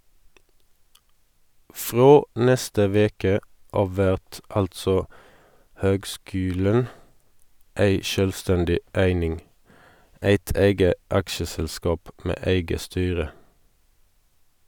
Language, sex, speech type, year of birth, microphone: Norwegian, male, read, 1981, Sennheiser